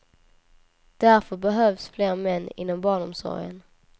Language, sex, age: Swedish, female, 19